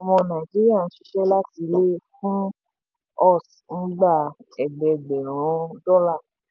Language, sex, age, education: Yoruba, female, 15-29, tertiary